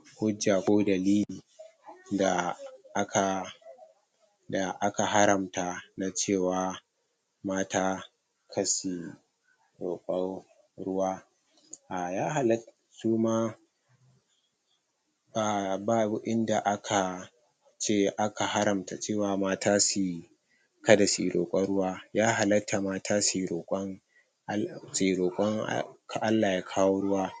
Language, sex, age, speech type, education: Hausa, male, 60+, spontaneous, tertiary